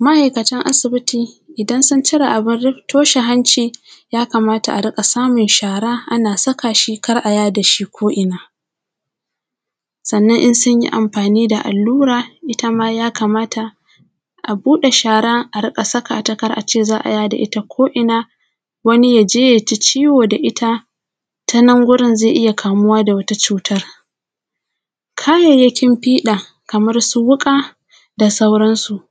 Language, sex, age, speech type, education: Hausa, female, 15-29, spontaneous, primary